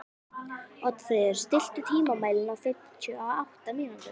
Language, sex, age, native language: Icelandic, female, 11, Icelandic